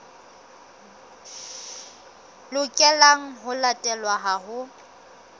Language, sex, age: Southern Sotho, female, 23